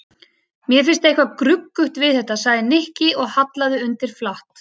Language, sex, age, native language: Icelandic, female, 30-39, Icelandic